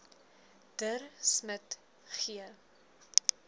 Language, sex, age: Afrikaans, female, 20